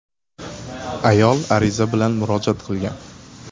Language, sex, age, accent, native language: Uzbek, male, 18-24, Andijon, Uzbek